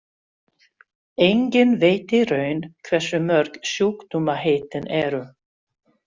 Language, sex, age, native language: Icelandic, female, 60-69, Swedish